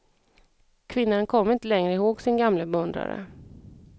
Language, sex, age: Swedish, female, 34